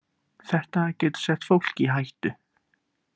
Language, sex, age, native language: Icelandic, male, 18-19, Icelandic